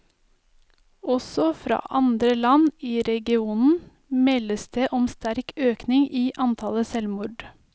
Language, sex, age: Norwegian, female, 30